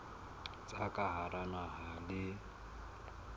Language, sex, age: Southern Sotho, male, 24